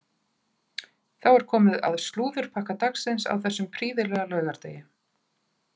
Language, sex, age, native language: Icelandic, female, 40-49, Icelandic